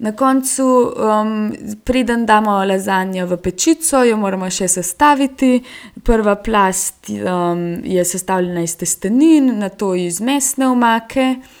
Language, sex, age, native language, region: Slovenian, female, 18-29, Slovenian, Gorenjska region